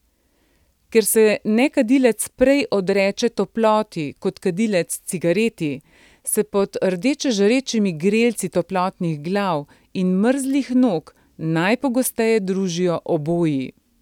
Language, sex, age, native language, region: Slovenian, female, 50-59, Slovenian, Central Slovenia